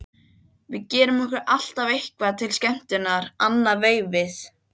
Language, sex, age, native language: Icelandic, other, 12, Icelandic